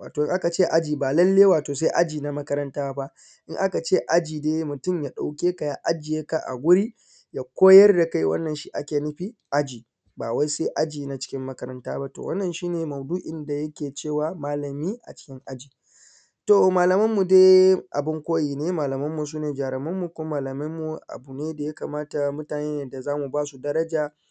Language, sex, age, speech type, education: Hausa, male, 15-29, spontaneous, secondary